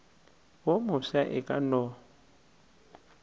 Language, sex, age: Northern Sotho, male, 19